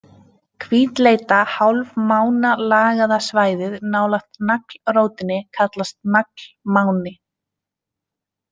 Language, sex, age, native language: Icelandic, female, 20-29, Icelandic